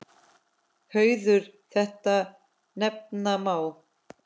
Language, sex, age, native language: Icelandic, female, 10, Icelandic